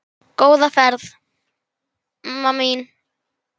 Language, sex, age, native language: Icelandic, male, 10, Icelandic